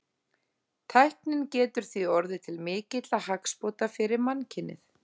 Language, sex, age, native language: Icelandic, female, 30-39, Icelandic